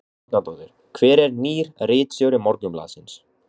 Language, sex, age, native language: Icelandic, male, 20-29, Icelandic